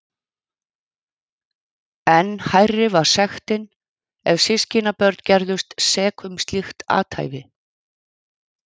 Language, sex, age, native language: Icelandic, female, 50-59, Icelandic